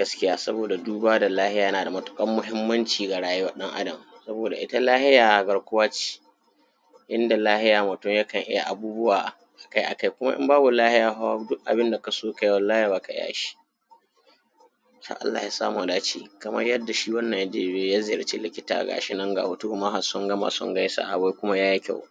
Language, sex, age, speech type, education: Hausa, male, 15-29, spontaneous, primary